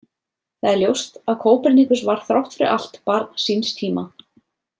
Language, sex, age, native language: Icelandic, female, 30-39, Icelandic